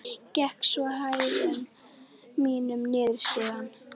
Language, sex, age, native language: Icelandic, female, 11, Icelandic